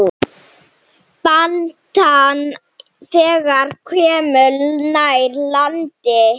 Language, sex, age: Icelandic, female, 7